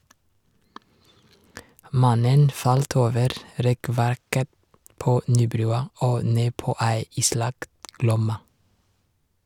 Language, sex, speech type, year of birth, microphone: Norwegian, male, read, 1986, Shure